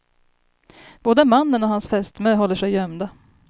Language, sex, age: Swedish, female, 30